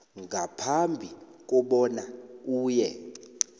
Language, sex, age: South Ndebele, male, 22